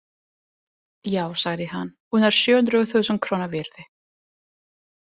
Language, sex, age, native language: Icelandic, female, 20-29, Italian